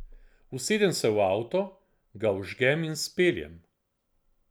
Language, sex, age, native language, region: Slovenian, male, 50-59, Slovenian, Central Slovenia